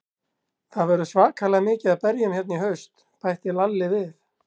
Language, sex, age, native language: Icelandic, male, 60-69, Icelandic